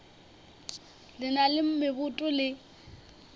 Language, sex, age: Northern Sotho, female, 21